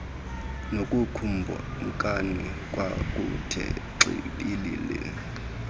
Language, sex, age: Xhosa, male, 26